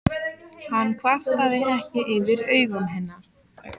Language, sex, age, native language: Icelandic, female, 14, Icelandic